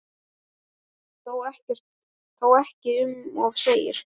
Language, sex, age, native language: Icelandic, male, 9, Icelandic